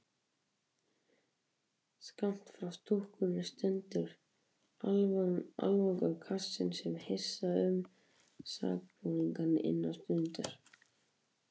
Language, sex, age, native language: Icelandic, male, 18-19, Icelandic